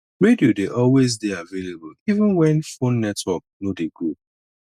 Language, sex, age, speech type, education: Nigerian Pidgin, male, 30-45, spontaneous, tertiary